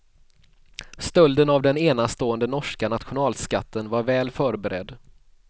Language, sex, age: Swedish, male, 31